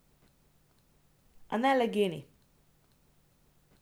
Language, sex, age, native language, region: Slovenian, female, 18-29, Slovenian, Drava region